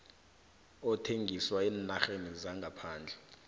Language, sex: South Ndebele, male